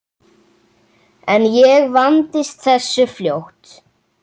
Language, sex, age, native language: Icelandic, male, 7, Icelandic